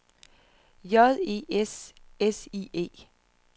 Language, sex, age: Danish, female, 41